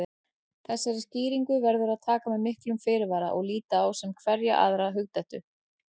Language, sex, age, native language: Icelandic, female, 40-49, Icelandic